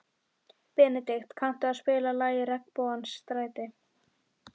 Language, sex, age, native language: Icelandic, female, 12, Icelandic